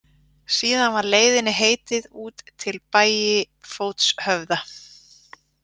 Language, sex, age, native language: Icelandic, female, 40-49, Icelandic